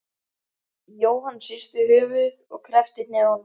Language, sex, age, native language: Icelandic, male, 11, Icelandic